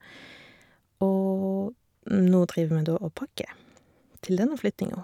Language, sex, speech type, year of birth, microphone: Norwegian, female, spontaneous, 1984, Shure